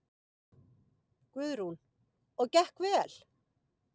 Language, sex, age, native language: Icelandic, female, 50-59, Icelandic